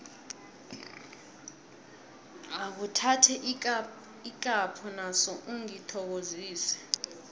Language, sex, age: South Ndebele, female, 22